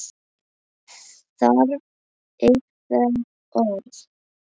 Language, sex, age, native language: Icelandic, male, 9, Icelandic